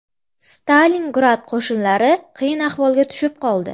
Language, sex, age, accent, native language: Uzbek, female, 18-24, Namangan, Uzbek